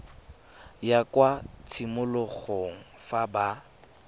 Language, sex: Tswana, male